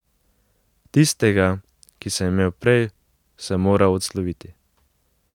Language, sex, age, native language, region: Slovenian, male, 18-29, Slovenian, Savinja region